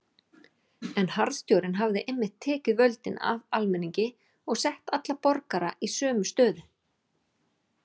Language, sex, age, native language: Icelandic, female, 40-49, Icelandic